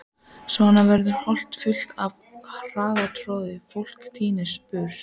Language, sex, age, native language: Icelandic, female, 14, Icelandic